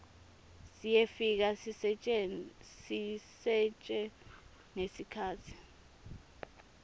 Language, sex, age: Swati, female, 23